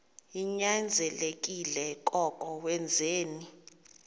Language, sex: Xhosa, female